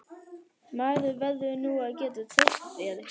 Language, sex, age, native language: Icelandic, female, 11, Icelandic